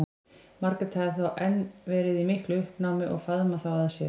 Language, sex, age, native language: Icelandic, female, 20-29, Icelandic